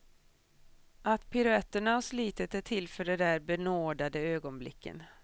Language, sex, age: Swedish, female, 40